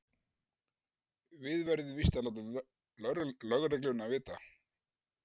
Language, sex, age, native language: Icelandic, male, 60-69, Icelandic